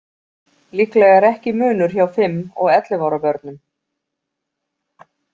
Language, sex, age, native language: Icelandic, female, 40-49, Icelandic